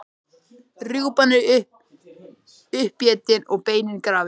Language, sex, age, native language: Icelandic, male, 13, Icelandic